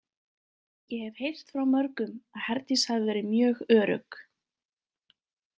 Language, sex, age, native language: Icelandic, female, 20-29, Icelandic